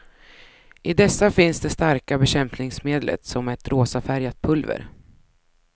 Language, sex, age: Swedish, female, 33